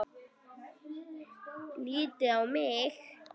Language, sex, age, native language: Icelandic, female, 9, Icelandic